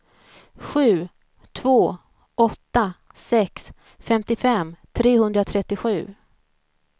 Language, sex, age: Swedish, female, 41